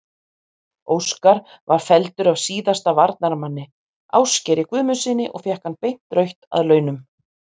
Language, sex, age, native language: Icelandic, female, 50-59, Icelandic